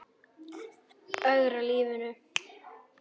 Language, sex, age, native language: Icelandic, male, 10, Icelandic